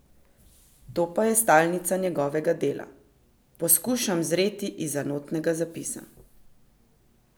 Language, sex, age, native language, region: Slovenian, female, 50-59, Slovenian, Central Slovenia